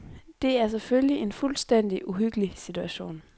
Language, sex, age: Danish, female, 23